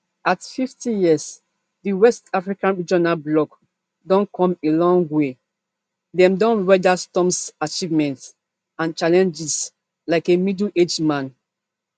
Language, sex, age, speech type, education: Nigerian Pidgin, female, 15-29, spontaneous, tertiary